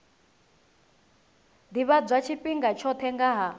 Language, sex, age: Venda, female, 19